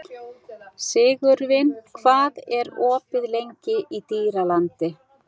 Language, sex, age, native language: Icelandic, female, 60-69, Icelandic